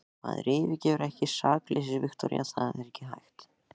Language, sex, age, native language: Icelandic, male, 14, Icelandic